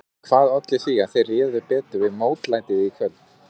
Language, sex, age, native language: Icelandic, male, 20-29, Icelandic